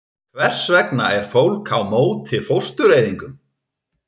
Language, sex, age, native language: Icelandic, male, 30-39, Icelandic